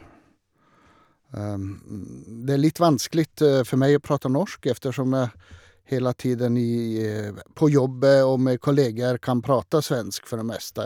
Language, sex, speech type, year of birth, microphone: Norwegian, male, spontaneous, 1952, Shure